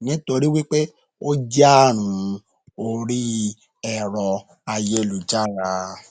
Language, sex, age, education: Yoruba, male, 30-45, tertiary